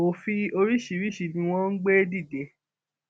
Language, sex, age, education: Yoruba, female, 15-29, tertiary